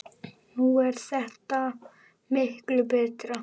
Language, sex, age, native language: Icelandic, male, 9, Icelandic